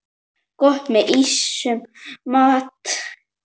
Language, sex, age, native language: Icelandic, male, 7, Icelandic